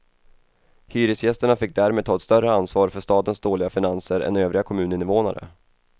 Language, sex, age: Swedish, male, 28